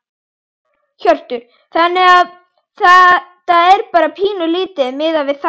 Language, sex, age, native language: Icelandic, female, 11, Icelandic